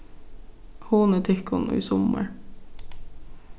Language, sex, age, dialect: Faroese, female, 15-35, Suðurstreymoy